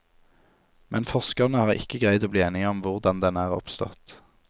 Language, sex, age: Norwegian, male, 27